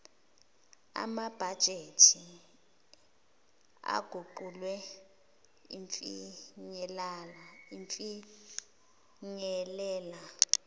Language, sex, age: Zulu, female, 20